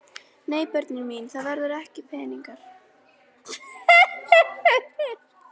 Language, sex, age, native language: Icelandic, female, 11, Icelandic